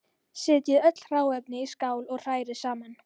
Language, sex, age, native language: Icelandic, female, 12, Icelandic